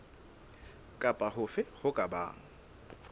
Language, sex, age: Southern Sotho, female, 24